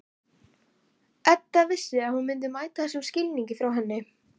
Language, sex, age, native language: Icelandic, female, 11, Icelandic